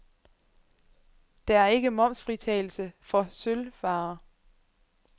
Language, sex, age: Danish, female, 25